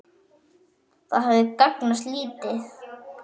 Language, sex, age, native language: Icelandic, male, 9, Icelandic